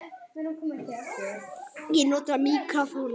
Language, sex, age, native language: Icelandic, female, 9, Icelandic